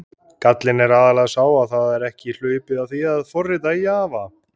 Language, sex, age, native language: Icelandic, male, 30-39, Icelandic